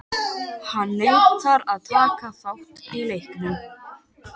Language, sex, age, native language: Icelandic, male, 13, Icelandic